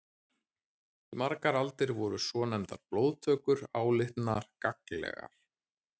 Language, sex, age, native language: Icelandic, male, 30-39, Icelandic